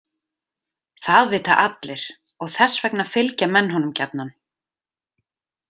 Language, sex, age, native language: Icelandic, female, 30-39, Icelandic